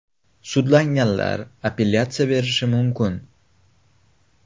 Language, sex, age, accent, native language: Uzbek, male, 18-24, Xorazm, Uzbek